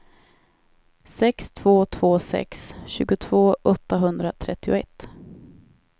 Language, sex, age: Swedish, female, 28